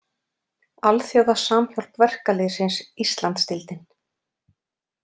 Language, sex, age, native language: Icelandic, female, 40-49, Icelandic